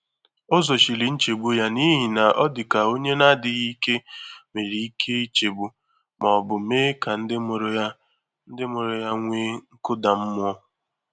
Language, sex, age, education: Igbo, male, 15-29, tertiary